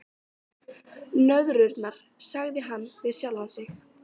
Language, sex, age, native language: Icelandic, female, 12, Icelandic